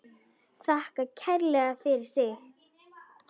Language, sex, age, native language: Icelandic, female, 10, Icelandic